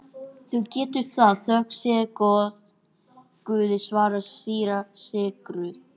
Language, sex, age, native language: Icelandic, male, 18-19, English